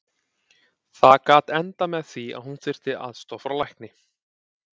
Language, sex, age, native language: Icelandic, male, 30-39, Icelandic